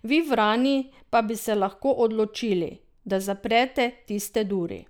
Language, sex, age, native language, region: Slovenian, female, 50-59, Slovenian, Drava region